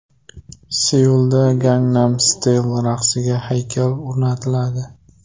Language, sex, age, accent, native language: Uzbek, male, 18-24, Qashqadaryo, Uzbek